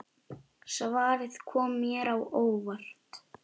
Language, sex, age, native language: Icelandic, female, 8, Icelandic